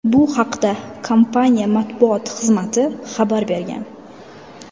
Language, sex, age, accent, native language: Uzbek, female, 18-24, Samarqand, Uzbek